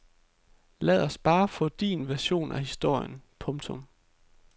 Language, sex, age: Danish, male, 33